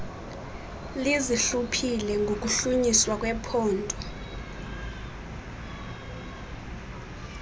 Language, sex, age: Xhosa, female, 20